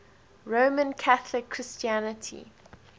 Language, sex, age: English, female, 20